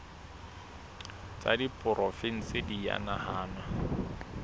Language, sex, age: Southern Sotho, male, 21